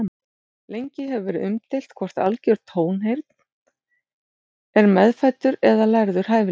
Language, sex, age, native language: Icelandic, female, 40-49, Icelandic